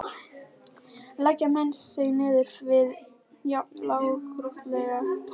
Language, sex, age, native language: Icelandic, female, 11, Icelandic